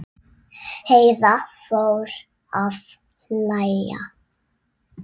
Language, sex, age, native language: Icelandic, female, 6, Icelandic